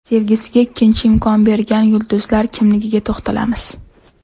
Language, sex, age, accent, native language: Uzbek, female, 18-24, Toshkent shahri, Uzbek